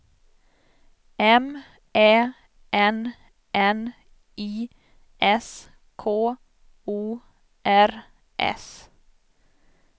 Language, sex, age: Swedish, female, 27